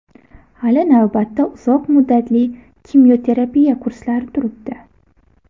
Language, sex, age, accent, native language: Uzbek, female, 18-24, Buxoro, Uzbek